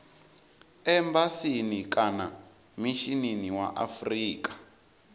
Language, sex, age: Venda, male, 19